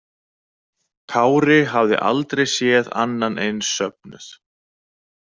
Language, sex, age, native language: Icelandic, male, 30-39, Icelandic